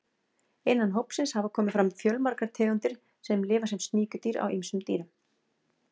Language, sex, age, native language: Icelandic, female, 40-49, Icelandic